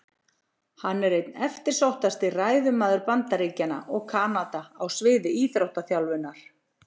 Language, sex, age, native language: Icelandic, female, 40-49, Icelandic